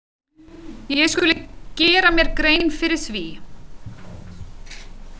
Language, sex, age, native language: Icelandic, female, 30-39, Icelandic